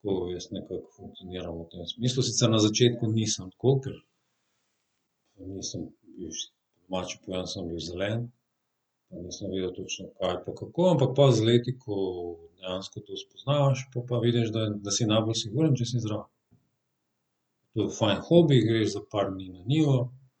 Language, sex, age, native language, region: Slovenian, male, 30-49, Slovenian, Southeast Slovenia